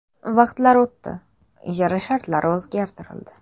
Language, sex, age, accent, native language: Uzbek, female, under 19, Toshkent shahri, Uzbek